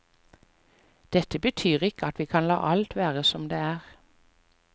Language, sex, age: Norwegian, female, 45